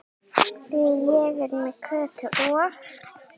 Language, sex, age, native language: Icelandic, female, 18-19, Icelandic